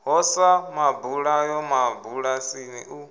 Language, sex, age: Venda, male, 25